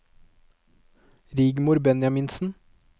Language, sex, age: Norwegian, male, 22